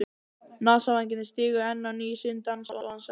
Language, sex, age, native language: Icelandic, male, 12, Icelandic